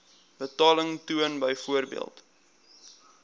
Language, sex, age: Afrikaans, male, 22